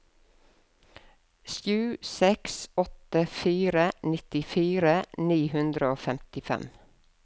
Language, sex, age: Norwegian, female, 52